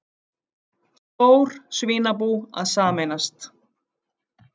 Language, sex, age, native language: Icelandic, female, 50-59, Icelandic